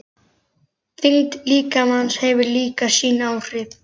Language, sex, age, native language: Icelandic, male, 11, Icelandic